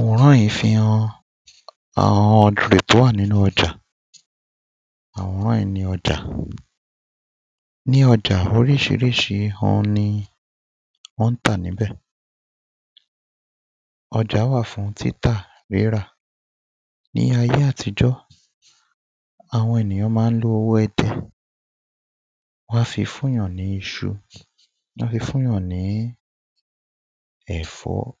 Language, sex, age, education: Yoruba, male, 15-29, primary